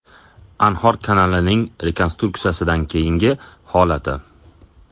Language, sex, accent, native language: Uzbek, male, Andijon, Uzbek